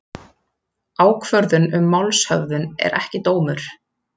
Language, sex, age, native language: Icelandic, female, 30-39, Icelandic